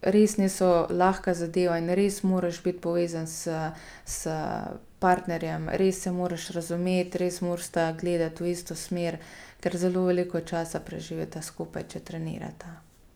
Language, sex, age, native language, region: Slovenian, female, 30-49, Slovenian, Gorica region